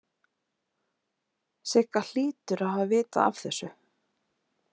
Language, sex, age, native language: Icelandic, female, 30-39, Icelandic